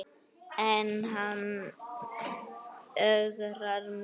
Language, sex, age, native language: Icelandic, male, 8, Icelandic